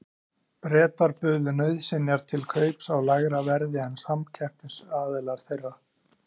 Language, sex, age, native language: Icelandic, male, 30-39, Icelandic